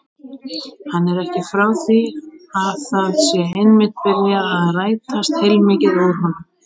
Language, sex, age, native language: Icelandic, female, 18-19, Icelandic